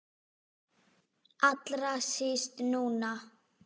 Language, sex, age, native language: Icelandic, female, 10, Icelandic